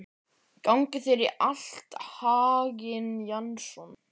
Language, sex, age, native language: Icelandic, male, 11, Icelandic